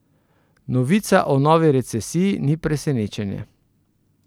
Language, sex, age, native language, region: Slovenian, male, 30-49, Slovenian, Central Slovenia